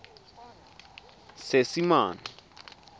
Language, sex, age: Tswana, male, 22